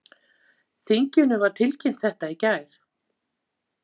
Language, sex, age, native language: Icelandic, female, 50-59, Icelandic